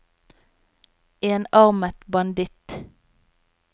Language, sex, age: Norwegian, female, 27